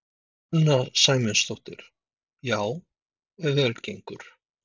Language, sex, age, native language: Icelandic, male, 50-59, Icelandic